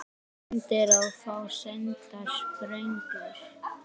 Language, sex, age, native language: Icelandic, female, 18-19, Icelandic